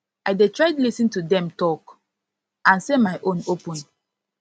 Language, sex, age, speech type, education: Nigerian Pidgin, female, 15-29, spontaneous, tertiary